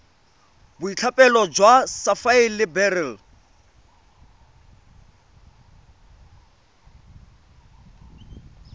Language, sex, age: Tswana, male, 25